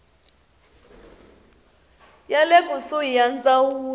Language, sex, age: Tsonga, female, 22